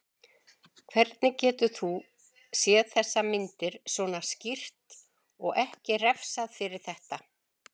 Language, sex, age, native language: Icelandic, female, 60-69, Icelandic